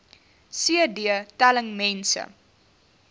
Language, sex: Afrikaans, female